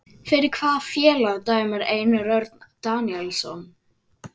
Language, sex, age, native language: Icelandic, male, 12, Icelandic